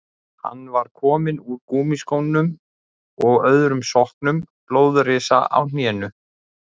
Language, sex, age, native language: Icelandic, male, 40-49, Icelandic